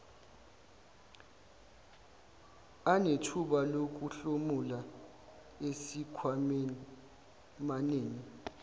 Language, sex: Zulu, male